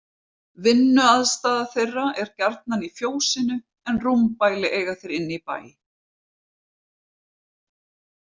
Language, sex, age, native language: Icelandic, female, 50-59, Icelandic